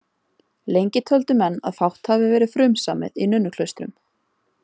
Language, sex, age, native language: Icelandic, female, 30-39, Icelandic